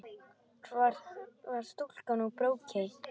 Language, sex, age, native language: Icelandic, male, 10, Icelandic